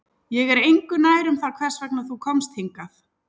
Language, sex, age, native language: Icelandic, female, 30-39, Icelandic